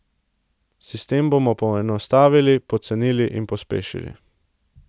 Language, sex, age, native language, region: Slovenian, male, 18-29, Slovenian, Central Slovenia